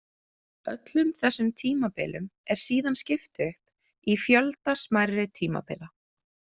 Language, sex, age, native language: Icelandic, female, 20-29, Icelandic